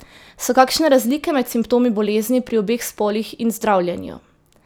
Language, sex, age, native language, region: Slovenian, female, 18-29, Slovenian, Drava region